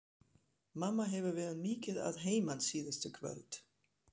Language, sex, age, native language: Icelandic, female, 40-49, German